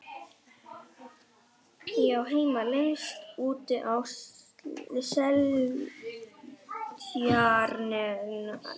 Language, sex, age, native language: Icelandic, male, 11, Icelandic